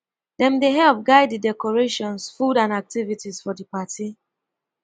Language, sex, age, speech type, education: Nigerian Pidgin, female, 15-29, spontaneous, tertiary